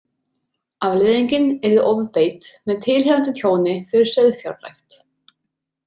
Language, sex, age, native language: Icelandic, female, 30-39, Icelandic